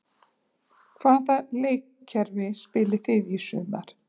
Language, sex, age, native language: Icelandic, female, 70-79, Icelandic